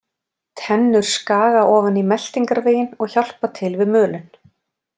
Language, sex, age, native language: Icelandic, female, 40-49, Icelandic